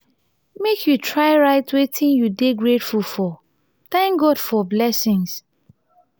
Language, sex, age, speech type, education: Nigerian Pidgin, female, 30-45, spontaneous, tertiary